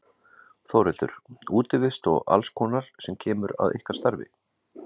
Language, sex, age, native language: Icelandic, male, 40-49, Icelandic